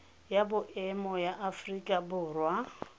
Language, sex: Tswana, female